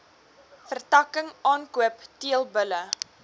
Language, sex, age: Afrikaans, female, 20